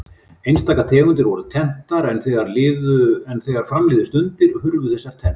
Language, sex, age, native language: Icelandic, male, 50-59, Icelandic